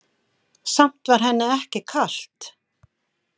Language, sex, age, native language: Icelandic, female, 50-59, Icelandic